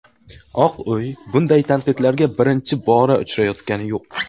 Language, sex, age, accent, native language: Uzbek, male, under 19, Navoiy, Uzbek